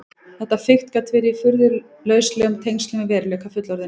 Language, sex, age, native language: Icelandic, female, 20-29, Icelandic